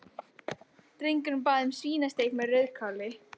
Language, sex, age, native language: Icelandic, female, 13, Icelandic